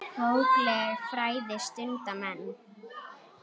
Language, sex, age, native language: Icelandic, female, 8, Icelandic